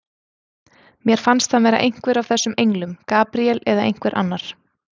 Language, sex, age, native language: Icelandic, female, 30-39, Icelandic